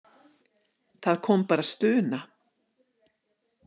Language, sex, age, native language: Icelandic, female, 60-69, Icelandic